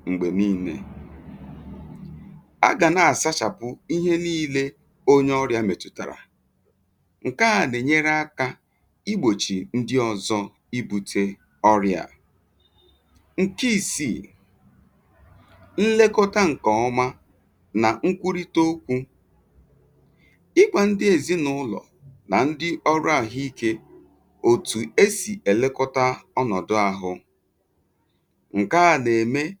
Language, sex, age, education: Igbo, male, 30-45, tertiary